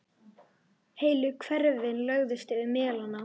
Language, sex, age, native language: Icelandic, male, 10, Icelandic